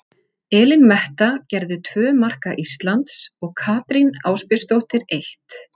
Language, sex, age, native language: Icelandic, female, 40-49, Icelandic